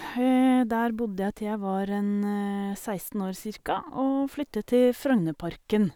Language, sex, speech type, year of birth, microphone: Norwegian, female, spontaneous, 1971, Sennheiser